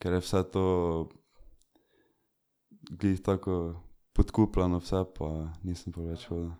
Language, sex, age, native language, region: Slovenian, male, 18-29, Slovenian, Drava region